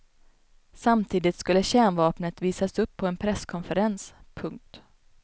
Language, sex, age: Swedish, female, 29